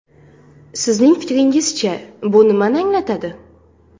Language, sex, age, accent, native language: Uzbek, female, 19-29, Farg'ona, Uzbek